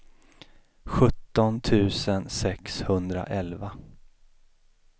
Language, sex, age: Swedish, male, 33